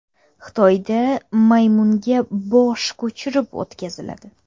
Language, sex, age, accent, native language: Uzbek, female, under 19, Toshkent shahri, Uzbek